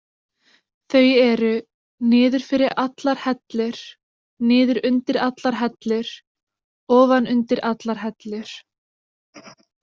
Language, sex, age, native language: Icelandic, female, 20-29, Icelandic